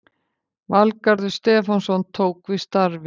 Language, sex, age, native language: Icelandic, female, 50-59, Icelandic